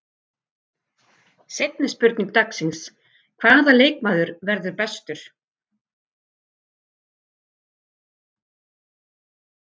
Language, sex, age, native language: Icelandic, female, 50-59, Icelandic